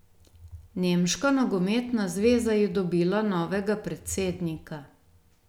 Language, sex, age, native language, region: Slovenian, female, 50-59, Slovenian, Gorenjska region